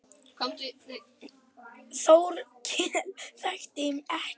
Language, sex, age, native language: Icelandic, other, 10, Icelandic